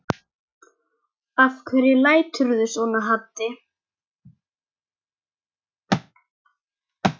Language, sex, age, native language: Icelandic, male, 10, Icelandic